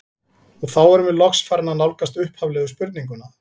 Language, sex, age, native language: Icelandic, male, 40-49, Icelandic